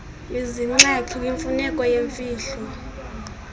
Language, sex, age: Xhosa, female, 20